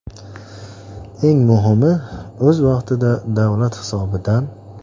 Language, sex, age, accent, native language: Uzbek, male, 25-34, Andijon, Uzbek